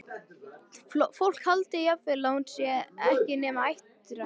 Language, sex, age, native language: Icelandic, female, 13, Icelandic